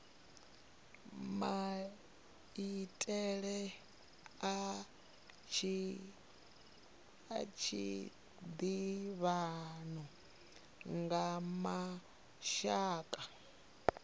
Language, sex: Venda, female